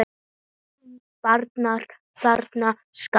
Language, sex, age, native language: Icelandic, female, 7, Icelandic